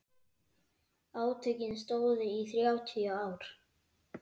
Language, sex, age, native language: Icelandic, male, 8, Icelandic